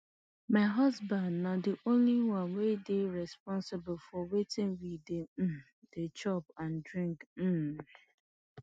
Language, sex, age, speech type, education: Nigerian Pidgin, female, 30-45, spontaneous, tertiary